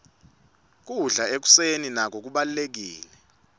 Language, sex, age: Swati, male, 25